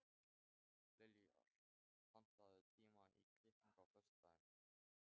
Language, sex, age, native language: Icelandic, male, 13, Thai